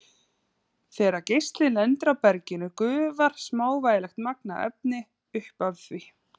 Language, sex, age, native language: Icelandic, female, 30-39, Icelandic